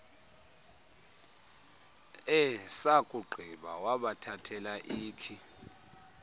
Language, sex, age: Xhosa, male, 30